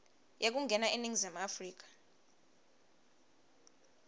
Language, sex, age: Swati, female, 22